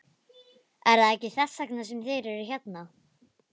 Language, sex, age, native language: Icelandic, female, 11, Icelandic